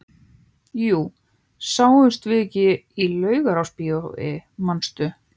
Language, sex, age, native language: Icelandic, other, 15, Icelandic